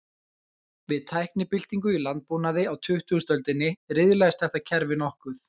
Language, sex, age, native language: Icelandic, male, 20-29, Icelandic